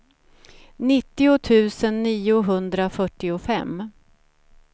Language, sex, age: Swedish, female, 47